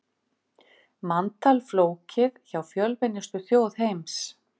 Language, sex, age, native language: Icelandic, female, 50-59, Icelandic